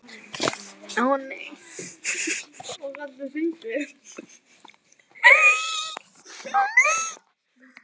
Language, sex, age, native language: Icelandic, female, 11, Spanish